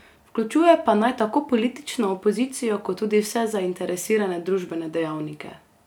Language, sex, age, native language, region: Slovenian, female, 18-29, Slovenian, Carinthia region